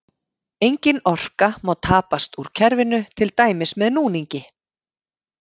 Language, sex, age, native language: Icelandic, female, 50-59, Icelandic